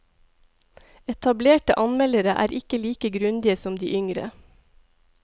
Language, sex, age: Norwegian, female, 42